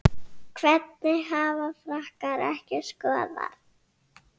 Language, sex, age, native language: Icelandic, female, 6, Icelandic